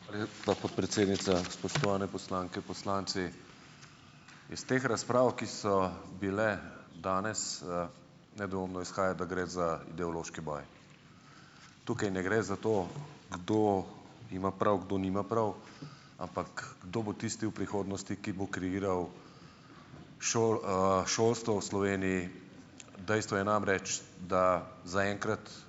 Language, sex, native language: Slovenian, male, Slovenian